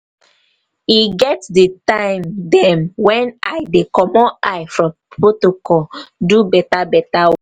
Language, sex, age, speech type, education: Nigerian Pidgin, female, 15-29, spontaneous, tertiary